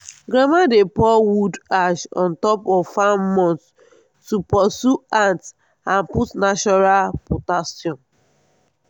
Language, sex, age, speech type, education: Nigerian Pidgin, female, 15-29, spontaneous, tertiary